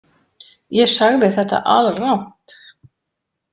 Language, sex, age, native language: Icelandic, female, 40-49, Icelandic